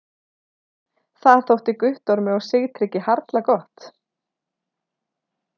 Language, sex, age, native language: Icelandic, female, 30-39, Icelandic